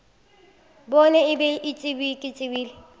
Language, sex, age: Northern Sotho, female, 19